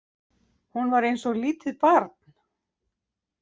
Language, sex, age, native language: Icelandic, female, 50-59, Icelandic